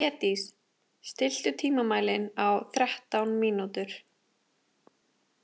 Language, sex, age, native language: Icelandic, female, 20-29, Icelandic